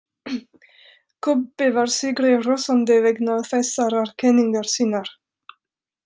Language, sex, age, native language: Icelandic, female, 30-39, French